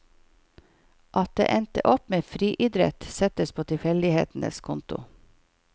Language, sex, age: Norwegian, female, 51